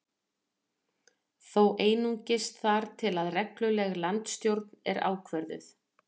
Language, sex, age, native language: Icelandic, female, 40-49, Icelandic